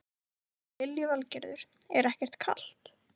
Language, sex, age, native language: Icelandic, female, 18-19, Icelandic